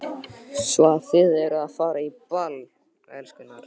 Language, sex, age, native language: Icelandic, male, 12, Icelandic